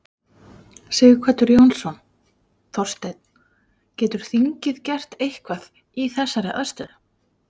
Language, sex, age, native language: Icelandic, female, 40-49, Icelandic